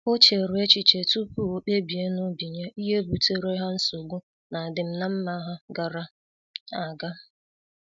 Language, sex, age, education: Igbo, female, 30-45, secondary